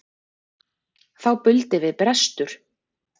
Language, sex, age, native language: Icelandic, female, 40-49, Icelandic